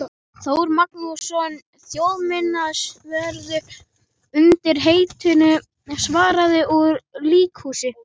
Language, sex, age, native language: Icelandic, male, 12, Icelandic